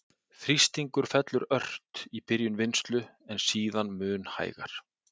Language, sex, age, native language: Icelandic, male, 40-49, Icelandic